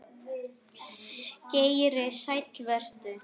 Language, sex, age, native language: Icelandic, male, 10, Icelandic